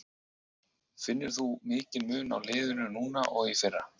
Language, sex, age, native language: Icelandic, male, 40-49, Icelandic